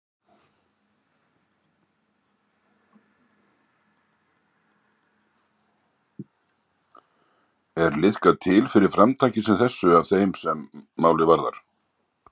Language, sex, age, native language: Icelandic, male, 60-69, Icelandic